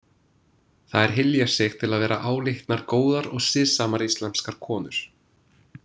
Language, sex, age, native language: Icelandic, male, 20-29, English